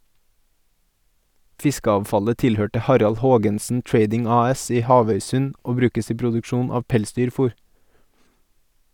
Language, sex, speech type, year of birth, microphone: Norwegian, male, read, 1989, Sennheiser